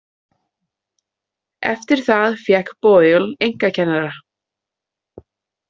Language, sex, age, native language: Icelandic, female, 30-39, Icelandic